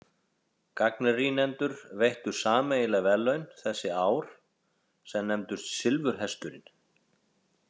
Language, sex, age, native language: Icelandic, male, 40-49, Icelandic